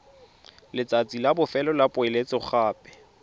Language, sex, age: Tswana, male, 22